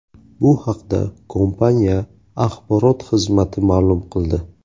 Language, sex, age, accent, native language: Uzbek, male, 18-24, Buxoro, Uzbek